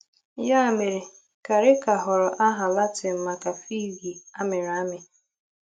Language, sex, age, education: Igbo, female, 15-29, tertiary